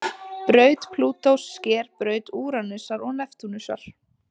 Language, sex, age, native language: Icelandic, female, 20-29, Icelandic